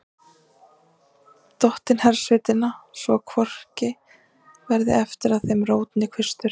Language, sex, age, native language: Icelandic, female, 30-39, Icelandic